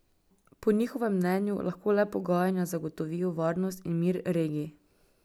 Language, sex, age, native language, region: Slovenian, female, 18-29, Slovenian, Drava region